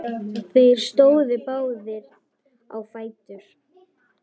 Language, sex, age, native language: Icelandic, female, 10, Icelandic